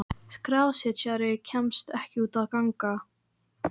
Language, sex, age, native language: Icelandic, female, 14, Icelandic